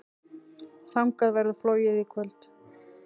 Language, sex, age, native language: Icelandic, female, 40-49, Icelandic